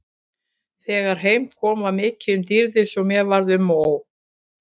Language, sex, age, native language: Icelandic, female, 50-59, Icelandic